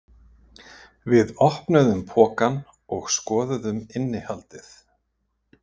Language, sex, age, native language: Icelandic, male, 50-59, Icelandic